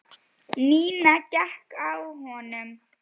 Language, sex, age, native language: Icelandic, female, 10, Icelandic